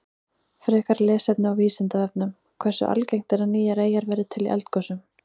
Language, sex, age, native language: Icelandic, female, 30-39, Icelandic